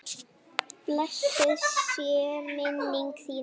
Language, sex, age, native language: Icelandic, female, 8, Icelandic